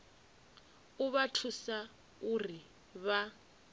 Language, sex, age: Venda, female, 24